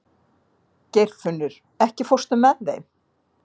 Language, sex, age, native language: Icelandic, female, 50-59, Icelandic